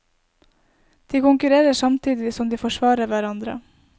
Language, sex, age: Norwegian, female, 20